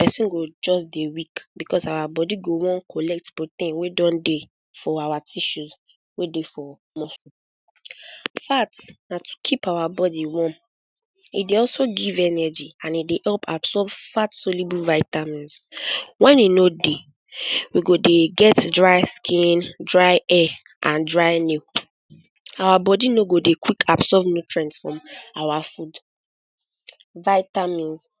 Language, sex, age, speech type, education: Nigerian Pidgin, female, 15-29, spontaneous, secondary